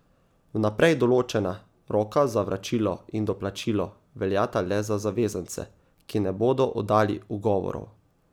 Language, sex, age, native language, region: Slovenian, male, 18-29, Slovenian, Savinja region